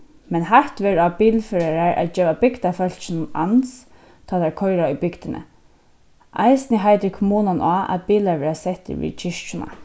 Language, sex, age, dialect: Faroese, female, 15-35, Suðurstreymoy